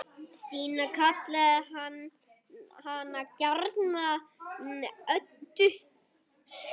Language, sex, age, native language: Icelandic, male, 8, Icelandic